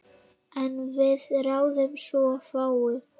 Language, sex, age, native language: Icelandic, female, 8, Icelandic